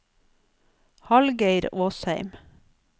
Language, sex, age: Norwegian, female, 47